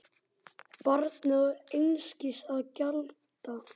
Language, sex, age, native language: Icelandic, male, 8, Icelandic